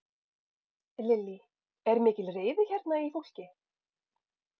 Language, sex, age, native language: Icelandic, female, 40-49, Icelandic